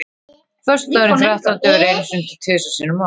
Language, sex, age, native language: Icelandic, female, 30-39, Icelandic